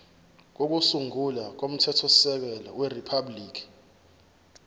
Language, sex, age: Zulu, male, 24